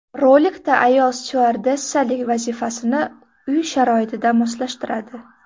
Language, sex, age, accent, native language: Uzbek, female, 18-24, Farg'ona, Uzbek